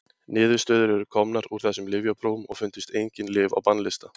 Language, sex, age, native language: Icelandic, male, 20-29, Icelandic